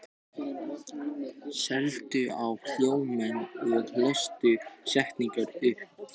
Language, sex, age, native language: Icelandic, male, 14, Icelandic